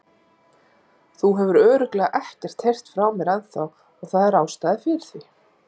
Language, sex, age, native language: Icelandic, female, 40-49, Icelandic